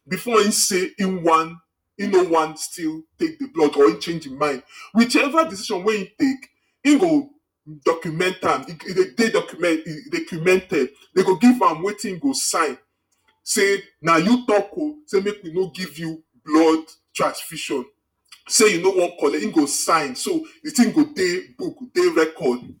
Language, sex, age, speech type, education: Nigerian Pidgin, male, 46-60, spontaneous, tertiary